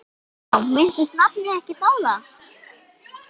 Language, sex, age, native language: Icelandic, female, 11, Icelandic